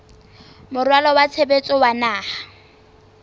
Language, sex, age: Southern Sotho, female, 20